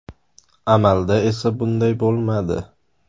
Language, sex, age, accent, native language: Uzbek, male, 18-24, Samarqand, Uzbek